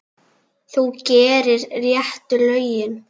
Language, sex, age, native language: Icelandic, female, 10, Icelandic